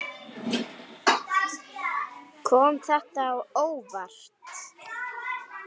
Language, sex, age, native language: Icelandic, female, 8, Icelandic